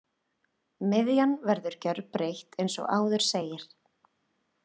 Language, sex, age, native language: Icelandic, female, 30-39, Icelandic